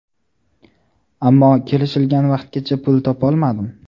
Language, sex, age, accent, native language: Uzbek, male, 18-24, Toshkent viloyati, Uzbek